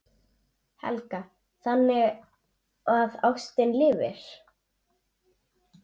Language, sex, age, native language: Icelandic, female, 7, Icelandic